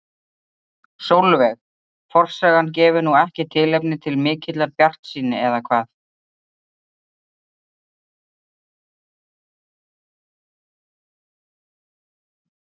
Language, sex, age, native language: Icelandic, female, 30-39, Icelandic